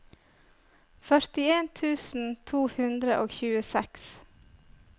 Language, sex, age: Norwegian, female, 25